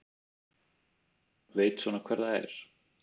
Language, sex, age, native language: Icelandic, male, 30-39, Icelandic